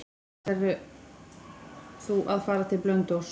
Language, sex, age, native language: Icelandic, female, 14, Icelandic